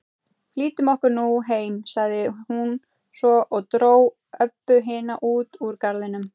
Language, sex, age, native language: Icelandic, female, 30-39, Icelandic